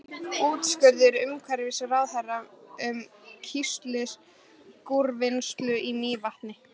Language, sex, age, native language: Icelandic, female, 12, Icelandic